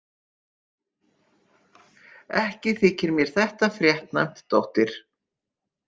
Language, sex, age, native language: Icelandic, female, 50-59, Icelandic